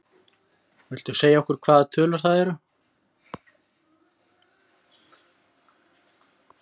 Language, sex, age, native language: Icelandic, female, 50-59, Icelandic